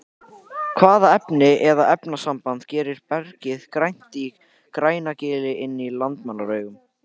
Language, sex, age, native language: Icelandic, male, 18-19, Icelandic